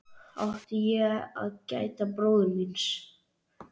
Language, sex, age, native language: Icelandic, male, 11, Icelandic